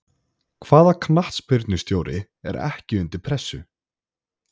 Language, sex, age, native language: Icelandic, male, 20-29, Icelandic